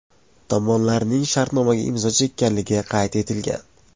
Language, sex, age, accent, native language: Uzbek, male, 25-34, Surxondaryo, Uzbek